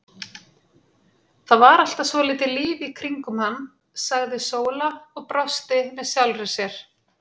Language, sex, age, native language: Icelandic, female, 30-39, Icelandic